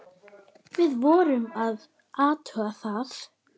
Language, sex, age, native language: Icelandic, female, 9, Icelandic